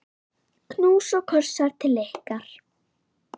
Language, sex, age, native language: Icelandic, female, 9, Icelandic